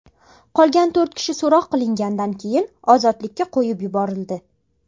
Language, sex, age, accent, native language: Uzbek, female, under 19, Farg'ona, Uzbek